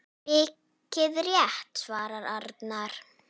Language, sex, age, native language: Icelandic, female, 9, Icelandic